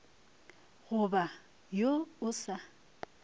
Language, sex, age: Northern Sotho, female, 23